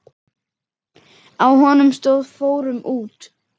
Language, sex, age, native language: Icelandic, male, 10, Icelandic